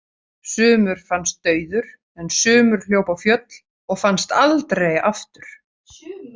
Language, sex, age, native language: Icelandic, female, 30-39, Icelandic